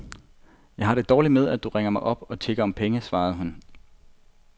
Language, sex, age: Danish, male, 25